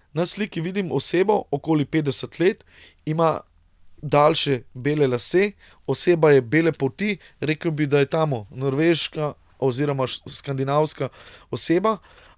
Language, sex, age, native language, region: Slovenian, male, 30-49, Slovenian, Central Slovenia